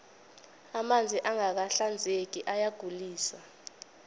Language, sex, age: South Ndebele, female, 21